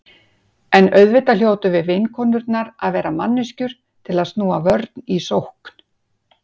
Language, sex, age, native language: Icelandic, female, 50-59, Icelandic